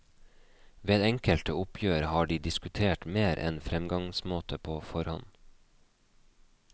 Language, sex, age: Norwegian, male, 29